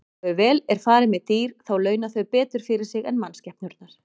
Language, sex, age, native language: Icelandic, female, 40-49, Icelandic